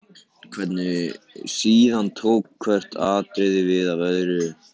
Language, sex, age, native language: Icelandic, other, 14, Icelandic